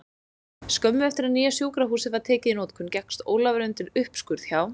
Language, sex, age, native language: Icelandic, female, 20-29, Icelandic